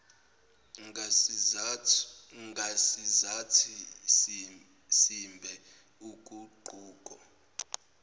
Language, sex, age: Zulu, male, 18